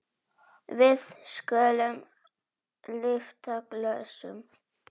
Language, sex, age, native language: Icelandic, female, 7, Polish